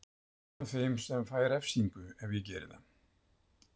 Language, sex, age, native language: Icelandic, male, 70-79, Icelandic